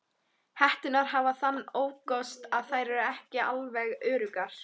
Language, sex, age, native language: Icelandic, female, 13, Icelandic